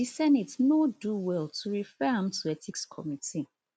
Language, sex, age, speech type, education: Nigerian Pidgin, female, 30-45, spontaneous, tertiary